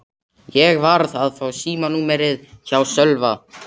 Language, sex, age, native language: Icelandic, male, 80-89, Swedish